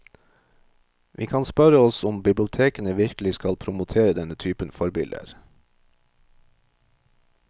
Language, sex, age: Norwegian, male, 38